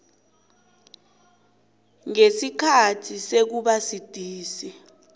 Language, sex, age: South Ndebele, female, 26